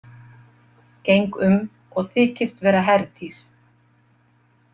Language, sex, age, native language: Icelandic, female, 50-59, Icelandic